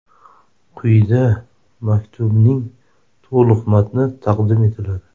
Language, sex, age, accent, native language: Uzbek, male, 30-39, Toshkent shahri, Uzbek